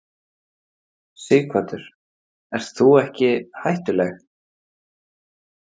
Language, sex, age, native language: Icelandic, male, 30-39, Icelandic